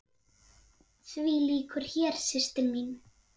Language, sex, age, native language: Icelandic, female, 8, Icelandic